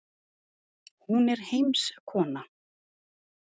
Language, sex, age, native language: Icelandic, female, 30-39, Icelandic